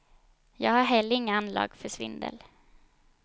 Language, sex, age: Swedish, female, 22